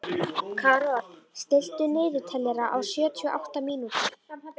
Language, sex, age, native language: Icelandic, female, 11, Icelandic